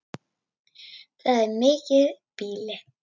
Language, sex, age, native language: Icelandic, female, 9, Icelandic